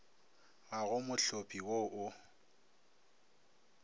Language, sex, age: Northern Sotho, male, 24